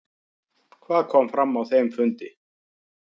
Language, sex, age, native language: Icelandic, male, 50-59, Icelandic